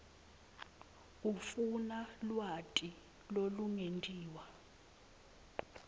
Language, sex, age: Swati, female, 20